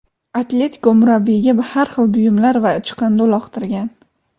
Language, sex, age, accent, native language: Uzbek, female, 18-24, Andijon, Uzbek